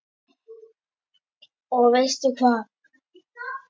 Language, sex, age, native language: Icelandic, male, 10, Icelandic